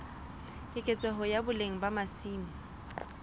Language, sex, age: Southern Sotho, female, 25